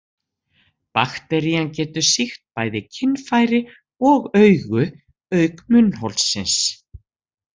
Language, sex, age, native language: Icelandic, female, 60-69, Icelandic